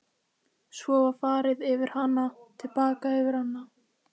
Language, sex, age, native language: Icelandic, female, 15, Icelandic